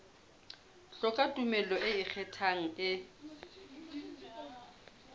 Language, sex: Southern Sotho, female